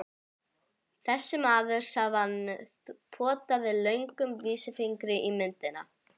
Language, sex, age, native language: Icelandic, female, 11, Icelandic